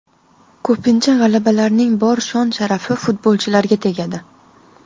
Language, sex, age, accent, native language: Uzbek, female, 25-34, Toshkent shahri, Uzbek